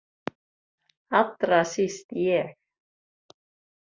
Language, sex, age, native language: Icelandic, female, 30-39, Icelandic